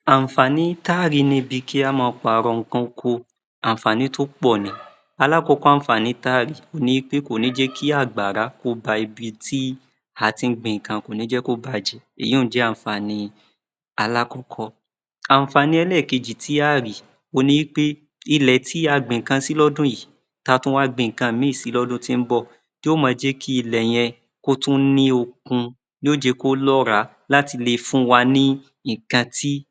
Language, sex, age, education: Yoruba, male, 30-45, tertiary